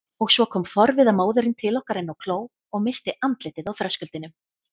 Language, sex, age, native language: Icelandic, female, 30-39, Icelandic